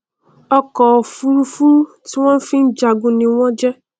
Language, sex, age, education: Yoruba, female, 15-29, tertiary